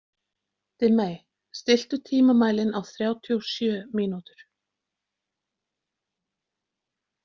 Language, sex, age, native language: Icelandic, female, 40-49, Icelandic